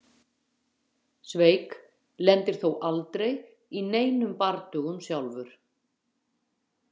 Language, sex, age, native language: Icelandic, female, 50-59, Icelandic